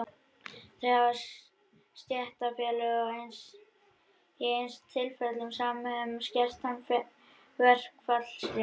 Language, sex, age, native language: Icelandic, male, 21, Icelandic